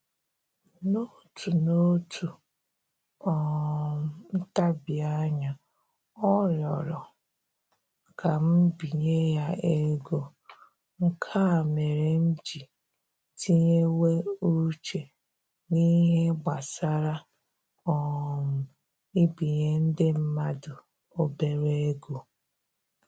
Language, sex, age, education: Igbo, female, 30-45, tertiary